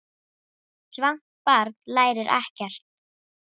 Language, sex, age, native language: Icelandic, female, 10, Icelandic